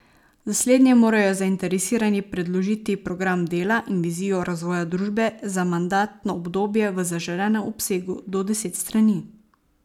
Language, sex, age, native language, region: Slovenian, female, 18-29, Slovenian, Savinja region